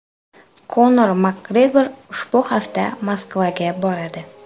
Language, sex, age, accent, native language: Uzbek, female, 25-34, Toshkent shahri, Uzbek